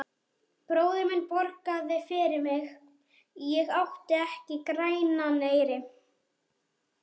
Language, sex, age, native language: Icelandic, male, 11, Icelandic